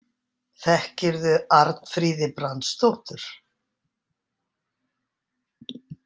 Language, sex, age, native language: Icelandic, female, 60-69, Icelandic